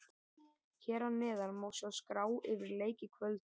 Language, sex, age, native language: Icelandic, male, 18-19, Icelandic